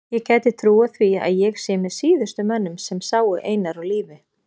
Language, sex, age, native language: Icelandic, female, 40-49, Icelandic